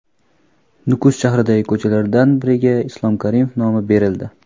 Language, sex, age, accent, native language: Uzbek, male, under 19, Toshkent viloyati, Uzbek